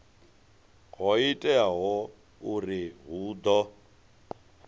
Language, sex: Venda, male